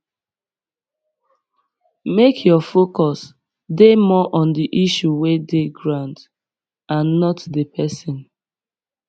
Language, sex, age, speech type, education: Nigerian Pidgin, female, 15-29, spontaneous, secondary